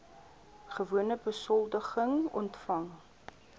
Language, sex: Afrikaans, female